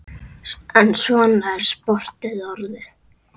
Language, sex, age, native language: Icelandic, male, 8, Icelandic